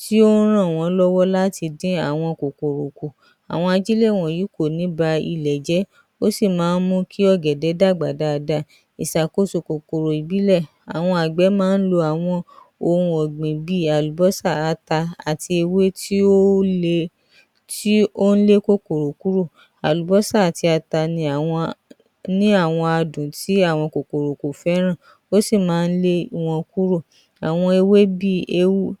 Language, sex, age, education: Yoruba, female, 30-45, tertiary